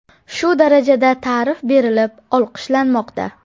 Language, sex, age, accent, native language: Uzbek, female, 18-24, Toshkent shahri, Uzbek